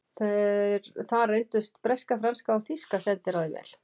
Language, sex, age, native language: Icelandic, female, 50-59, Icelandic